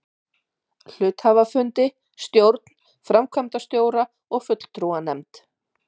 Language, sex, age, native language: Icelandic, female, 50-59, Icelandic